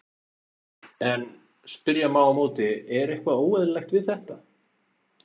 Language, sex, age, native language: Icelandic, male, 40-49, Icelandic